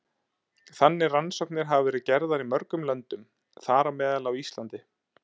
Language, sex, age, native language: Icelandic, male, 30-39, Icelandic